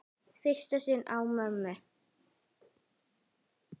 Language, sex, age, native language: Icelandic, female, 8, Icelandic